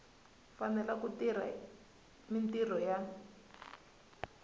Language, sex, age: Tsonga, female, 19